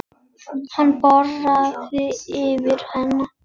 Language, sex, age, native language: Icelandic, female, 10, Icelandic